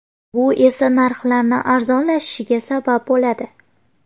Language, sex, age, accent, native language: Uzbek, female, 18-24, Farg'ona, Uzbek